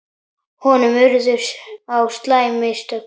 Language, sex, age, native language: Icelandic, male, 10, Icelandic